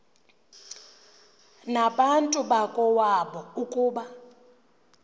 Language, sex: Xhosa, female